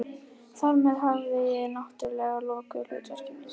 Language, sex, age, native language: Icelandic, female, 11, Icelandic